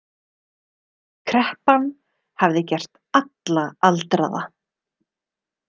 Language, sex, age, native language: Icelandic, female, 30-39, Icelandic